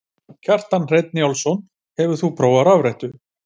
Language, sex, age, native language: Icelandic, male, 50-59, Icelandic